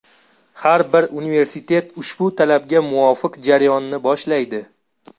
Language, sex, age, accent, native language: Uzbek, male, 18-24, Xorazm, Uzbek